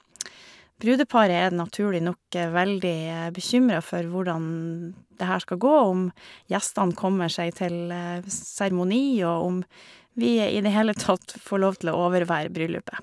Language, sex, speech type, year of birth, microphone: Norwegian, female, spontaneous, 1973, Shure